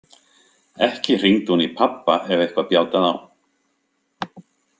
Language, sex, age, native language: Icelandic, male, 50-59, Icelandic